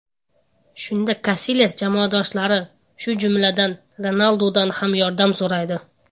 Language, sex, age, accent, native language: Uzbek, male, under 19, Andijon, Uzbek